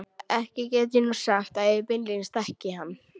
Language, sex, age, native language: Icelandic, female, 12, Icelandic